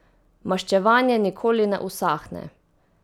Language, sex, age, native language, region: Slovenian, female, 18-29, Slovenian, Savinja region